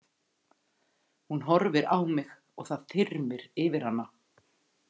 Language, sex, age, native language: Icelandic, female, 50-59, Icelandic